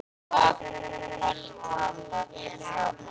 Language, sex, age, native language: Icelandic, male, 12, Icelandic